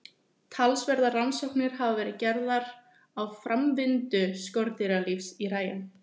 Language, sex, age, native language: Icelandic, female, 20-29, Icelandic